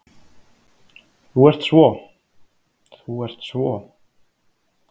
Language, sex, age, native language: Icelandic, male, 30-39, Icelandic